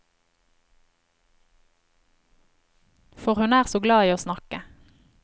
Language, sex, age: Norwegian, female, 25